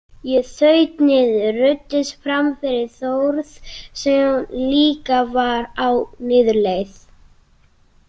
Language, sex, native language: Icelandic, other, Icelandic